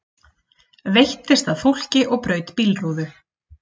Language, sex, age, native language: Icelandic, female, 30-39, Icelandic